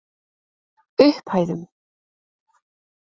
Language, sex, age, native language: Icelandic, female, 20-29, Icelandic